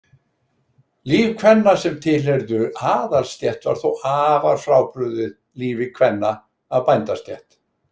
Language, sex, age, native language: Icelandic, male, 60-69, Icelandic